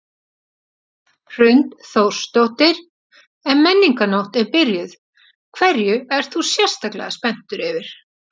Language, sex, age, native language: Icelandic, female, 40-49, Icelandic